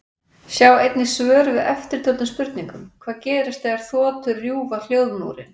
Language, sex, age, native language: Icelandic, female, 40-49, Icelandic